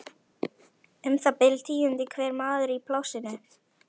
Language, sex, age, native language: Icelandic, male, 11, Icelandic